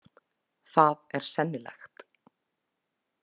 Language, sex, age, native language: Icelandic, female, 20-29, Icelandic